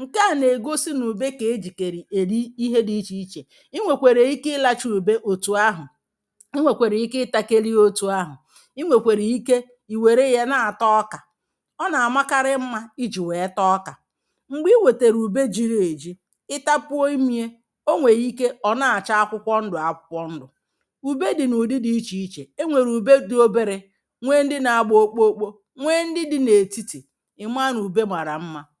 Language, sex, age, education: Igbo, female, 30-45, primary